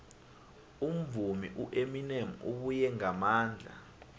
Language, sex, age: South Ndebele, male, 19